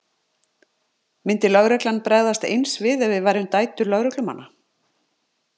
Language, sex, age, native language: Icelandic, male, 50-59, Icelandic